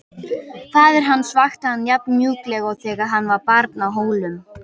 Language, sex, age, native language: Icelandic, male, 18-19, Icelandic